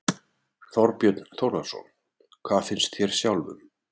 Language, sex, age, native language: Icelandic, male, 40-49, Icelandic